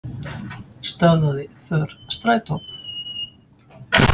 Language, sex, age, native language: Icelandic, female, 50-59, Icelandic